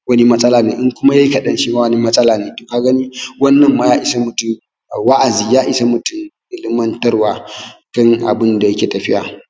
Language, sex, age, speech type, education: Hausa, male, 15-29, spontaneous, tertiary